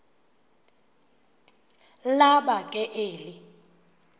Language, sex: Xhosa, female